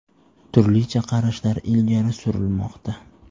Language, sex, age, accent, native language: Uzbek, male, 18-24, Jizzax, Uzbek